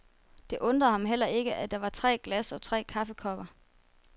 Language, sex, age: Danish, female, 24